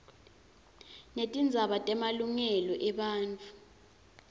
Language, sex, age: Swati, female, 20